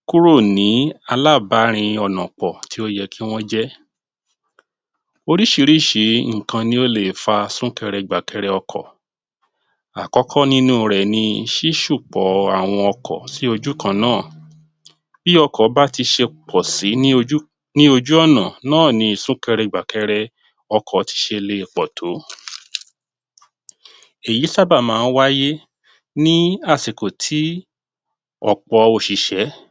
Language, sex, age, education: Yoruba, male, 30-45, tertiary